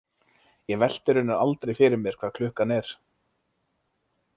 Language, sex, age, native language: Icelandic, male, 20-29, Icelandic